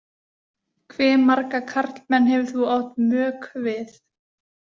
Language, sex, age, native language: Icelandic, female, 20-29, Icelandic